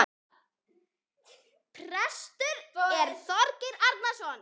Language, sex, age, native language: Icelandic, male, 6, Icelandic